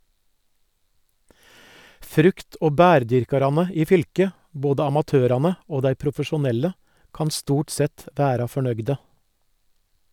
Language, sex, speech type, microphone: Norwegian, male, read, Sennheiser